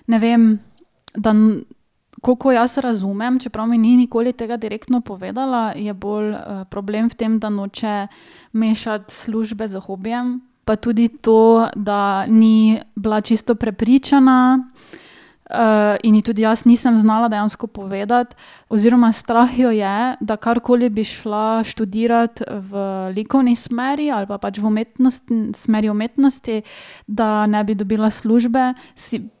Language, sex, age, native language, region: Slovenian, female, 18-29, Slovenian, Drava region